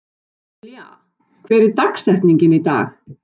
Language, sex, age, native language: Icelandic, male, 12, Icelandic